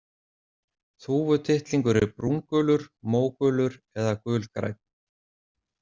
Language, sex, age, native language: Icelandic, male, 40-49, Icelandic